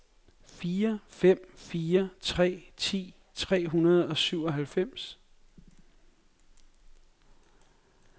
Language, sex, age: Danish, male, 42